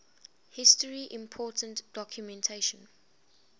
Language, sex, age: English, female, 20